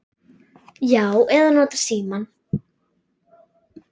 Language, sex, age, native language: Icelandic, female, 8, Icelandic